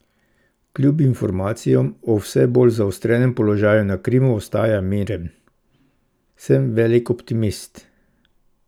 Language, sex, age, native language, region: Slovenian, male, 50-59, Slovenian, Central Slovenia